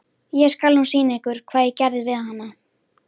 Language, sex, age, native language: Icelandic, female, 13, Icelandic